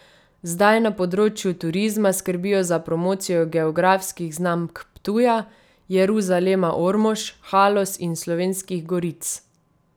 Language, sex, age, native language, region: Slovenian, female, 30-49, Slovenian, Savinja region